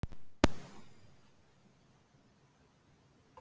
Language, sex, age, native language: Icelandic, female, 60-69, Icelandic